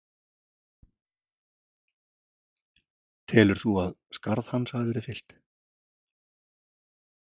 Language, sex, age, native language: Icelandic, male, 50-59, Icelandic